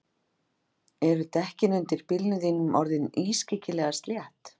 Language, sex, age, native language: Icelandic, female, 50-59, Icelandic